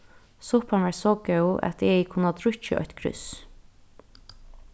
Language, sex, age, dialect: Faroese, female, 15-35, Norðurstreymoy/Eysturoy